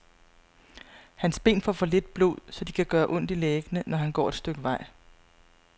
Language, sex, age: Danish, female, 35